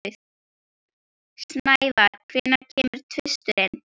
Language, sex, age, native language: Icelandic, female, 12, Icelandic